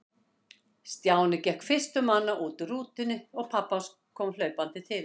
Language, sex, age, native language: Icelandic, female, 60-69, Icelandic